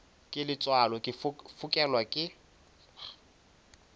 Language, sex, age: Northern Sotho, male, 24